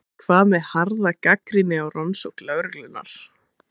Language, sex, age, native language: Icelandic, female, 20-29, Icelandic